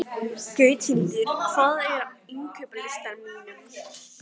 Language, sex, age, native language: Icelandic, female, 18-19, Icelandic